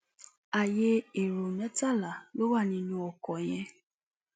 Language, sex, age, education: Yoruba, female, 15-29, tertiary